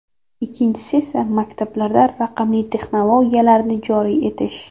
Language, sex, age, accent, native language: Uzbek, female, 18-24, Jizzax, Uzbek